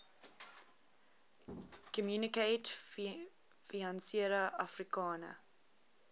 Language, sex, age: English, female, 20